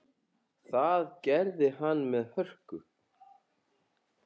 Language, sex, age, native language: Icelandic, female, 9, Icelandic